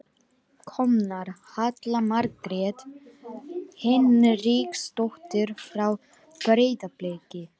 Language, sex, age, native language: Icelandic, other, 18-19, Icelandic